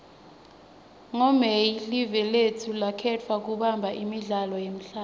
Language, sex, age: Swati, female, 21